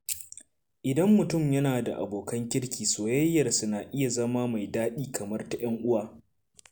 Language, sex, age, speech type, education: Hausa, male, 15-29, read, secondary